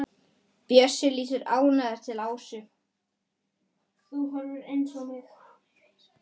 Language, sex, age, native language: Icelandic, male, 10, Icelandic